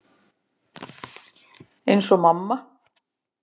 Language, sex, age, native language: Icelandic, female, 50-59, Icelandic